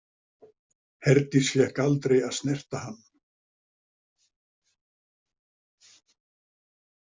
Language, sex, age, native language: Icelandic, male, 70-79, Icelandic